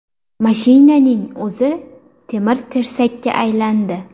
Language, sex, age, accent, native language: Uzbek, female, 18-24, Farg'ona, Uzbek